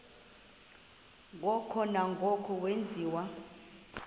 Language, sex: Xhosa, female